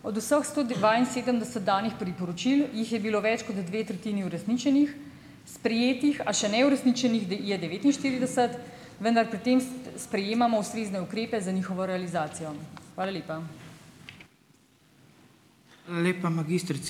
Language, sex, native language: Slovenian, female, Slovenian